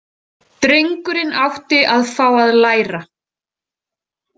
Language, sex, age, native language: Icelandic, female, 40-49, Icelandic